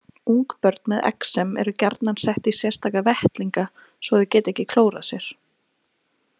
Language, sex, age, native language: Icelandic, female, 20-29, Icelandic